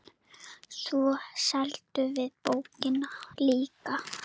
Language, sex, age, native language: Icelandic, female, 9, Icelandic